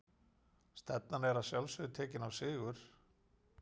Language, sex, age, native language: Icelandic, male, 40-49, Icelandic